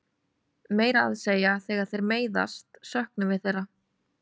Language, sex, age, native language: Icelandic, female, 30-39, Icelandic